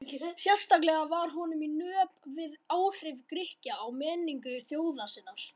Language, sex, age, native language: Icelandic, male, 18-19, Icelandic